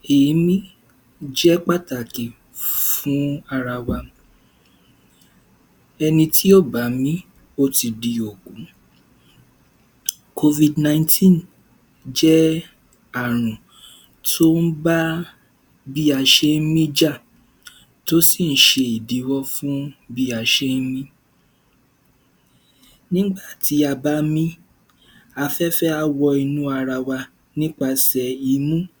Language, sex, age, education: Yoruba, male, 15-29, tertiary